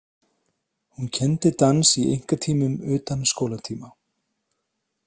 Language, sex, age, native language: Icelandic, male, 30-39, Icelandic